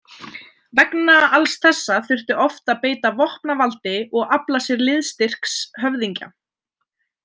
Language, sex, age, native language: Icelandic, female, 20-29, Icelandic